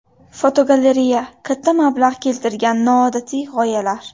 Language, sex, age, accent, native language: Uzbek, female, 18-24, Buxoro, Uzbek